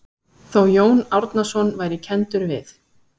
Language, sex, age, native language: Icelandic, female, 30-39, Icelandic